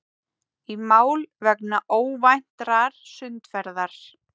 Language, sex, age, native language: Icelandic, female, 30-39, Icelandic